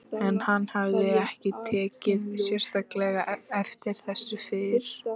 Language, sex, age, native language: Icelandic, female, 13, Icelandic